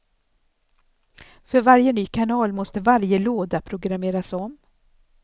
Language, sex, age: Swedish, female, 64